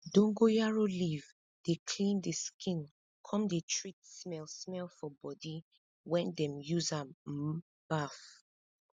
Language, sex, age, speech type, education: Nigerian Pidgin, female, 15-29, spontaneous, tertiary